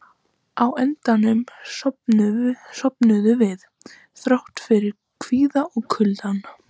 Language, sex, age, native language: Icelandic, female, 13, Icelandic